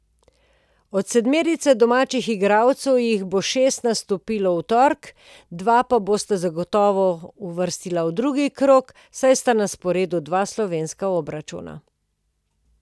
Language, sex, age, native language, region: Slovenian, female, 50-59, Slovenian, Posavska region